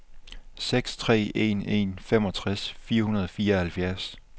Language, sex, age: Danish, male, 24